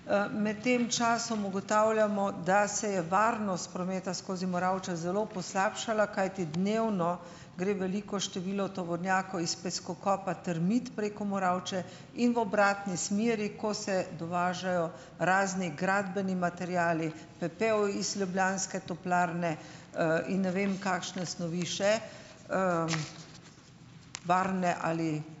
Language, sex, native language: Slovenian, female, Slovenian